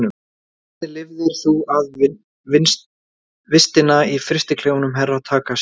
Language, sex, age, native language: Icelandic, male, 20-29, Icelandic